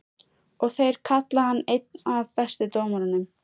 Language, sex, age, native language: Icelandic, female, 13, Icelandic